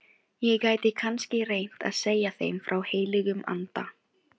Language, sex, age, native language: Icelandic, female, 16, Filipino